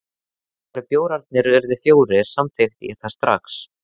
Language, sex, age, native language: Icelandic, male, 13, Icelandic